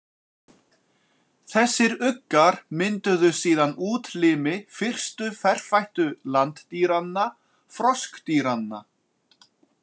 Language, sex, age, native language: Icelandic, male, 40-49, Icelandic